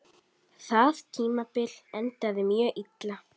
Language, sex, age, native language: Icelandic, female, 10, Icelandic